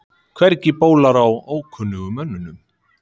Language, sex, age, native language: Icelandic, male, 30-39, Icelandic